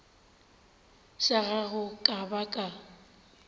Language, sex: Northern Sotho, female